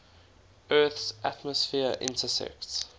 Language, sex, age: English, male, 19